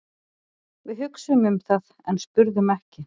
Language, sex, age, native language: Icelandic, female, 40-49, Icelandic